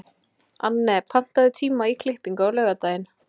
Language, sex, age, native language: Icelandic, female, 20-29, Icelandic